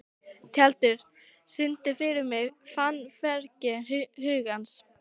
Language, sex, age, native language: Icelandic, female, 12, Icelandic